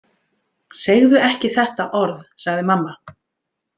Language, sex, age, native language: Icelandic, female, 50-59, Icelandic